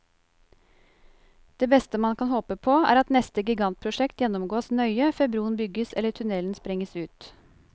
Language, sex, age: Norwegian, female, 28